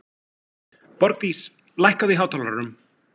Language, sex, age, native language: Icelandic, male, 40-49, Icelandic